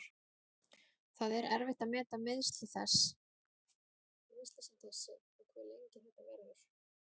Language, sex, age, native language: Icelandic, female, 30-39, Icelandic